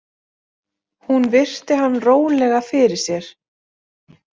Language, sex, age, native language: Icelandic, female, 30-39, Icelandic